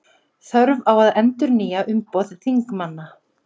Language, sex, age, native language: Icelandic, female, 40-49, Icelandic